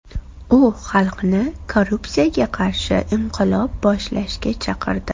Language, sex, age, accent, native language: Uzbek, female, 25-34, Toshkent shahri, Uzbek